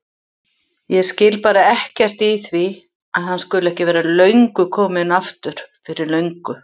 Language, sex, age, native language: Icelandic, female, 60-69, Icelandic